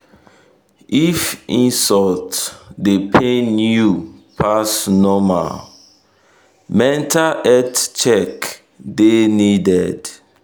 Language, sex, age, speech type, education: Nigerian Pidgin, male, 15-29, spontaneous, tertiary